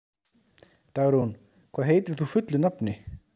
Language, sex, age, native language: Icelandic, male, 30-39, Icelandic